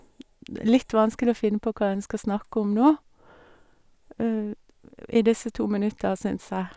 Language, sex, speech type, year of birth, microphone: Norwegian, female, spontaneous, 1962, Sennheiser